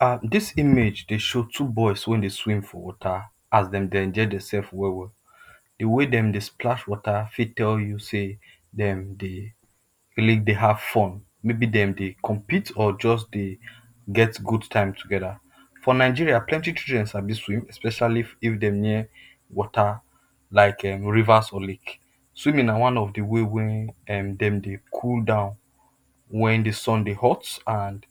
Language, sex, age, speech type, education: Nigerian Pidgin, male, 30-45, spontaneous, tertiary